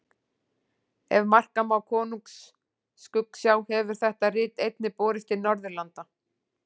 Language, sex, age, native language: Icelandic, female, 40-49, Icelandic